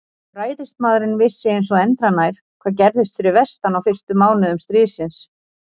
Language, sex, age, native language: Icelandic, female, 40-49, Icelandic